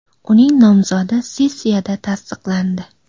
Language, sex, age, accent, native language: Uzbek, female, 19-29, Xorazm, Uzbek